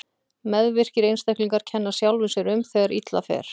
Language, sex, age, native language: Icelandic, female, 40-49, Icelandic